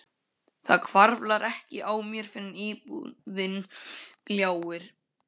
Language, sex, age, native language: Icelandic, male, 15, Icelandic